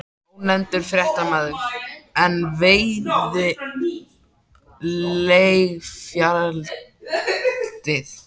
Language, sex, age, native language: Icelandic, male, 13, Icelandic